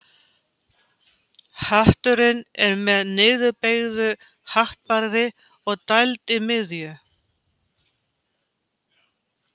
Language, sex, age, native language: Icelandic, female, 50-59, Icelandic